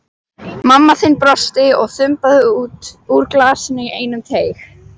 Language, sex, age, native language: Icelandic, female, 12, Icelandic